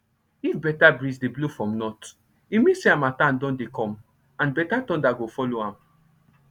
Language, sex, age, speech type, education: Nigerian Pidgin, male, 15-29, spontaneous, tertiary